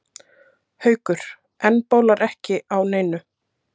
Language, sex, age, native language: Icelandic, female, 30-39, Icelandic